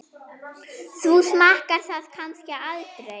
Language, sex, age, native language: Icelandic, female, 7, German